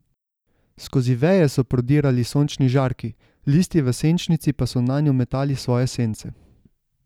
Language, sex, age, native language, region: Slovenian, male, 18-29, Slovenian, Savinja region